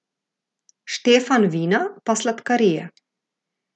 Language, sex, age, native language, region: Slovenian, female, 50-59, Slovenian, Gorica region